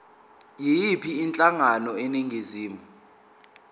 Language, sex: Zulu, male